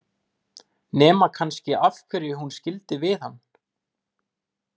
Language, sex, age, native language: Icelandic, male, 20-29, Icelandic